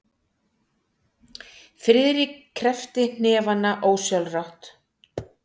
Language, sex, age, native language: Icelandic, female, 60-69, Icelandic